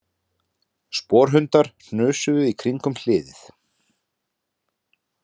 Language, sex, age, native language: Icelandic, male, 30-39, Icelandic